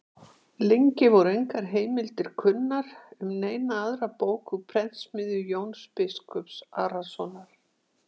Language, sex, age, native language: Icelandic, female, 60-69, Icelandic